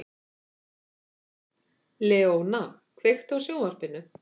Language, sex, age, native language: Icelandic, female, 50-59, Icelandic